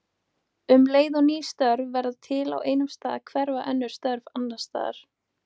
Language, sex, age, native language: Icelandic, female, 18-19, Icelandic